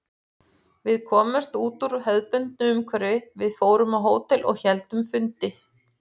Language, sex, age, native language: Icelandic, female, 40-49, Icelandic